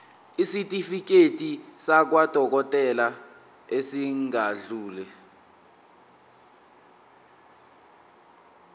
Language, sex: Zulu, male